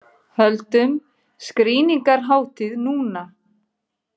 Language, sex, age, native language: Icelandic, female, 40-49, Icelandic